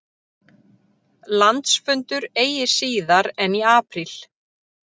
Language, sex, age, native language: Icelandic, female, 30-39, Icelandic